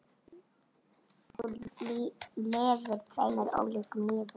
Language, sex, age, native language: Icelandic, female, 10, Icelandic